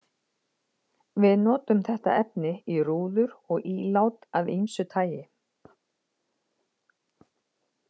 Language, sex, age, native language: Icelandic, female, 50-59, Icelandic